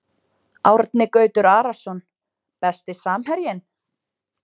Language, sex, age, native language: Icelandic, female, 20-29, Icelandic